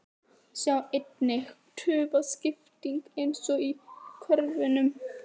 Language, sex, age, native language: Icelandic, female, 18-19, Icelandic